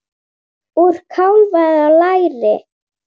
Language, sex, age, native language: Icelandic, female, 9, Icelandic